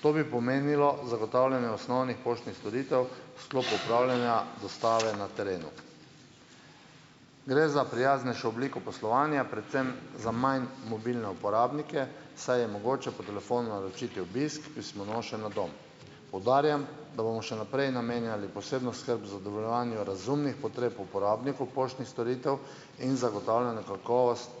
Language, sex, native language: Slovenian, male, Slovenian